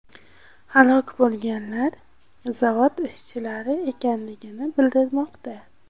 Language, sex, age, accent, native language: Uzbek, female, 18-24, Qashqadaryo, Uzbek